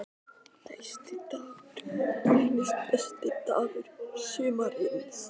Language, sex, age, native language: Icelandic, other, 12, Icelandic